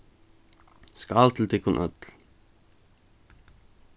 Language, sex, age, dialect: Faroese, male, 15-35, Norðuroyggjar